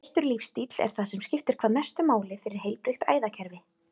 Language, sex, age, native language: Icelandic, female, 30-39, Icelandic